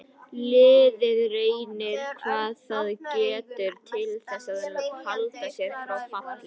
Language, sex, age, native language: Icelandic, female, 50-59, Icelandic